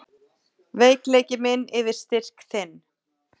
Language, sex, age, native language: Icelandic, female, 40-49, Icelandic